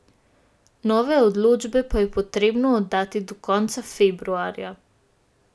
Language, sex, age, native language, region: Slovenian, female, 18-29, Slovenian, Gorenjska region